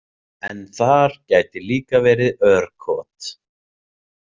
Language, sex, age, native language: Icelandic, male, 30-39, Icelandic